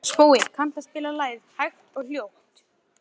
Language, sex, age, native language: Icelandic, male, 11, Icelandic